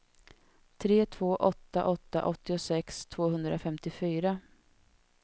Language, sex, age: Swedish, female, 32